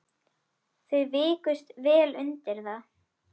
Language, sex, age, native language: Icelandic, female, 10, Icelandic